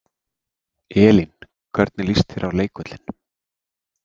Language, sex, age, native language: Icelandic, male, 30-39, Icelandic